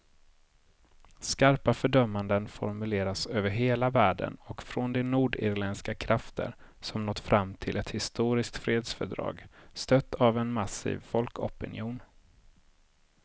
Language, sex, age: Swedish, male, 30